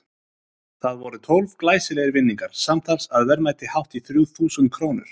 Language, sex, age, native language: Icelandic, male, 30-39, Icelandic